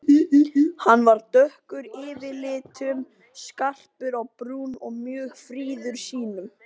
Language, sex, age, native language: Icelandic, male, 18-19, Icelandic